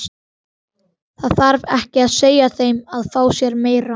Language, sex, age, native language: Icelandic, male, 12, Icelandic